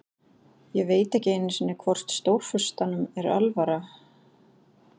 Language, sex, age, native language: Icelandic, female, 40-49, Icelandic